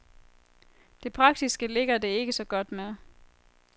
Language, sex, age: Danish, female, 23